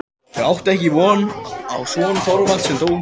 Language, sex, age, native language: Icelandic, male, 18-19, Icelandic